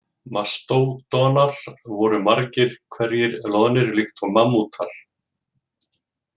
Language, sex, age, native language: Icelandic, male, 40-49, Icelandic